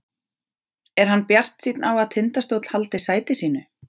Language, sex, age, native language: Icelandic, female, 40-49, Icelandic